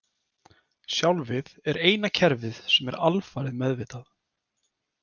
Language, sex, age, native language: Icelandic, male, 30-39, Icelandic